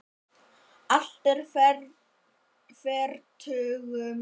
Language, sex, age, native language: Icelandic, female, 50-59, Icelandic